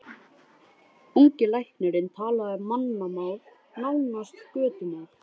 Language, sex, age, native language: Icelandic, male, 13, Icelandic